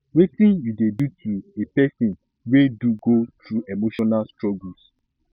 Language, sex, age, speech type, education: Nigerian Pidgin, male, 15-29, spontaneous, tertiary